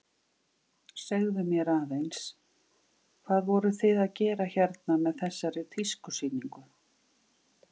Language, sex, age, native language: Icelandic, female, 50-59, Icelandic